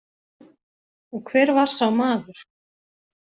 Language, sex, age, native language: Icelandic, female, 40-49, Icelandic